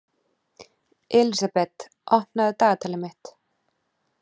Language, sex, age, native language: Icelandic, female, 30-39, Icelandic